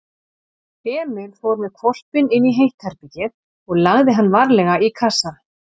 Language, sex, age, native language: Icelandic, male, 40-49, Icelandic